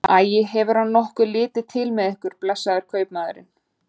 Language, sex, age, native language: Icelandic, female, 20-29, Icelandic